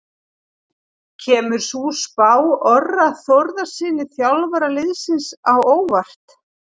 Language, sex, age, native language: Icelandic, female, 40-49, Icelandic